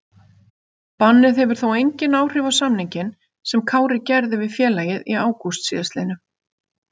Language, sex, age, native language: Icelandic, female, 50-59, Icelandic